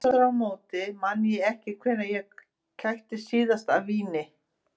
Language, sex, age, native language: Icelandic, female, 50-59, Icelandic